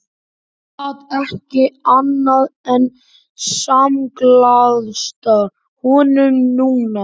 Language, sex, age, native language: Icelandic, male, 11, Icelandic